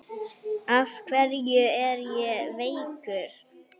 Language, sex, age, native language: Icelandic, female, 8, Icelandic